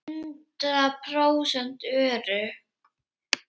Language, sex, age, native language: Icelandic, female, 8, Icelandic